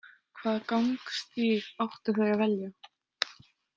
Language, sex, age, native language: Icelandic, female, 18-19, Icelandic